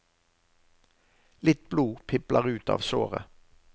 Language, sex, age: Norwegian, male, 63